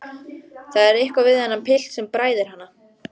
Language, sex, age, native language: Icelandic, female, 14, Icelandic